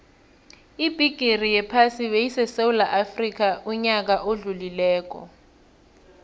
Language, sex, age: South Ndebele, female, 23